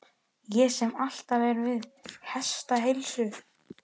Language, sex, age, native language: Icelandic, male, 11, Icelandic